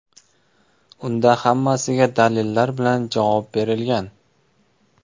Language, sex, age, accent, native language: Uzbek, male, 25-34, Samarqand, Uzbek